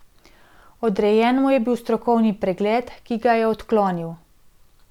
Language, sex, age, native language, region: Slovenian, female, 30-49, Slovenian, Central Slovenia